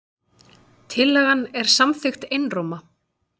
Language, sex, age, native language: Icelandic, female, 30-39, Icelandic